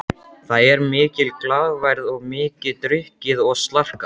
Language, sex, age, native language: Icelandic, male, 12, Icelandic